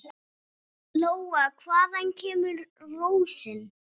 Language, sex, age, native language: Icelandic, male, 6, Icelandic